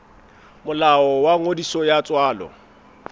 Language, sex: Southern Sotho, male